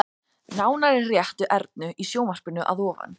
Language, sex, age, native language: Icelandic, female, 30-39, Icelandic